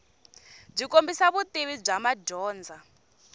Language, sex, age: Tsonga, female, 21